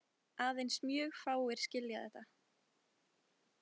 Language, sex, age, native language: Icelandic, female, 20-29, Icelandic